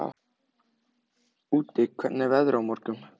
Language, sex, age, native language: Icelandic, male, 14, Icelandic